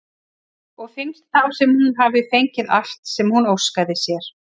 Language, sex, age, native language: Icelandic, female, 40-49, Icelandic